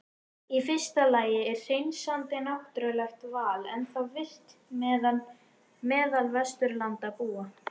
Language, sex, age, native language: Icelandic, female, 18-19, Icelandic